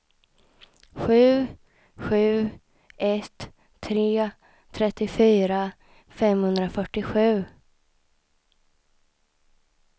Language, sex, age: Swedish, female, 26